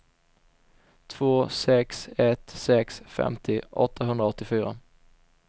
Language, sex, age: Swedish, male, 21